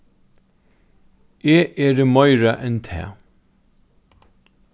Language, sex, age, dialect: Faroese, male, 36-60, Norðurstreymoy/Eysturoy